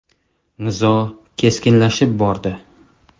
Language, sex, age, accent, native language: Uzbek, male, 25-34, Qoraqalpog'iston, Uzbek